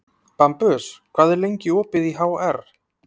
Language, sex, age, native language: Icelandic, male, 30-39, Icelandic